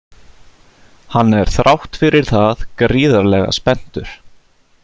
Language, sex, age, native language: Icelandic, male, 30-39, Icelandic